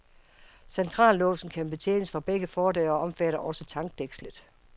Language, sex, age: Danish, female, 55